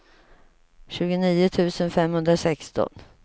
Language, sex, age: Swedish, female, 55